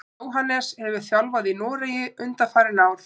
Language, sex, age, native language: Icelandic, female, 30-39, Icelandic